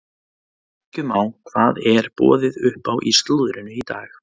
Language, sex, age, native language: Icelandic, male, 30-39, Icelandic